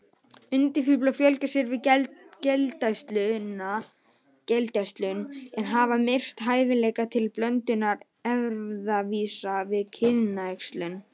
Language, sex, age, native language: Icelandic, male, 18-19, Icelandic